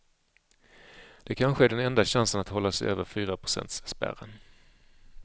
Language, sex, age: Swedish, male, 35